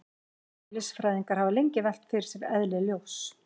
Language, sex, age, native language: Icelandic, female, 50-59, Icelandic